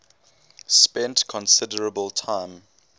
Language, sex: English, male